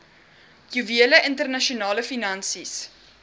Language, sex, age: Afrikaans, female, 21